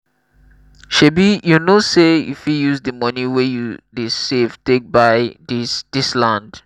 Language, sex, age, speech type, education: Nigerian Pidgin, male, 15-29, spontaneous, tertiary